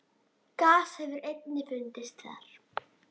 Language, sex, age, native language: Icelandic, female, 30-39, Icelandic